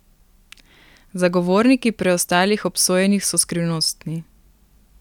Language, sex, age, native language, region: Slovenian, female, 18-29, Slovenian, Primorsko-notranjska region